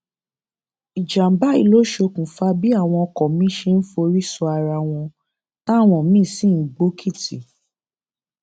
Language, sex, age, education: Yoruba, female, 15-29, tertiary